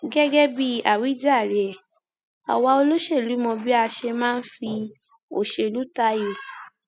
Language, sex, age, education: Yoruba, female, 15-29, tertiary